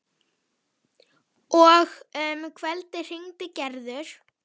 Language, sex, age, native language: Icelandic, female, 10, Icelandic